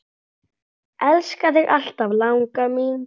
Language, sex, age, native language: Icelandic, male, 9, Icelandic